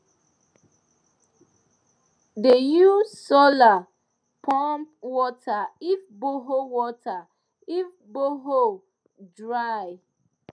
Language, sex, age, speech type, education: Nigerian Pidgin, female, 15-29, spontaneous, tertiary